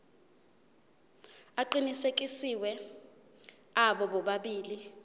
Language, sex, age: Zulu, female, 20